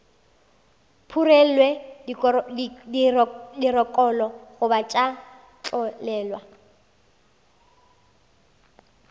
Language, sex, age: Northern Sotho, female, 19